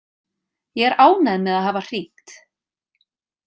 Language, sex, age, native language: Icelandic, female, 30-39, Icelandic